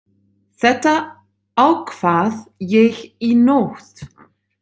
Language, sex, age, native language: Icelandic, female, 30-39, Dutch